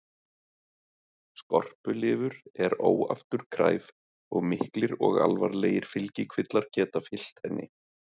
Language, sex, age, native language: Icelandic, male, 30-39, Icelandic